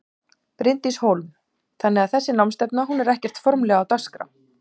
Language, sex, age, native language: Icelandic, female, 18-19, Icelandic